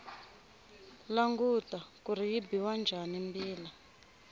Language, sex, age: Tsonga, female, 25